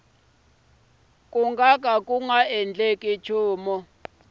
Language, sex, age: Tsonga, male, 26